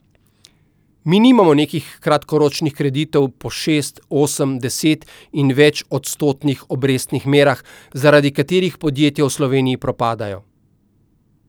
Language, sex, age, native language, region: Slovenian, male, 50-59, Slovenian, Central Slovenia